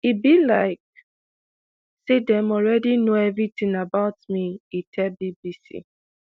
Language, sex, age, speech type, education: Nigerian Pidgin, female, 15-29, spontaneous, tertiary